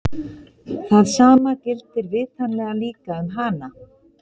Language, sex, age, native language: Icelandic, female, 30-39, Icelandic